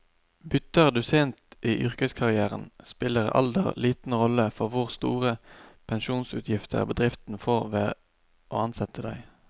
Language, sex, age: Norwegian, male, 29